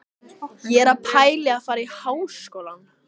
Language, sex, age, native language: Icelandic, female, 14, Icelandic